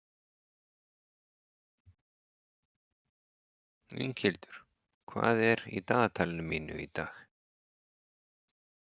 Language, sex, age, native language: Icelandic, male, 40-49, Icelandic